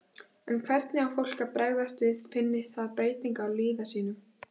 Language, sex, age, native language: Icelandic, female, 16, Icelandic